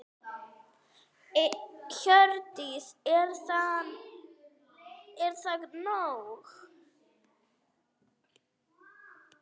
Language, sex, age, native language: Icelandic, female, 8, Icelandic